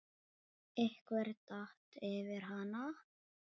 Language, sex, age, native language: Icelandic, male, 7, Icelandic